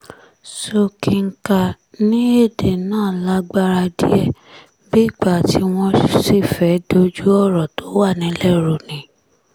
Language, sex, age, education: Yoruba, male, 15-29, tertiary